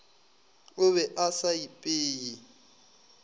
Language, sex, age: Northern Sotho, male, 20